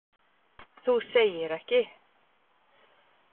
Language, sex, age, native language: Icelandic, female, 50-59, Icelandic